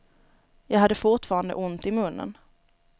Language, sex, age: Swedish, female, 29